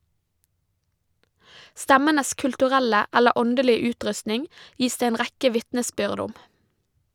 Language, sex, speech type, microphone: Norwegian, female, read, Shure